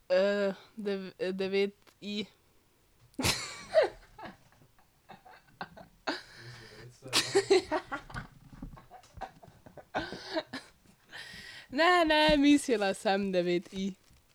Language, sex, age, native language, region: Slovenian, female, 12-17, Slovenian, Drava region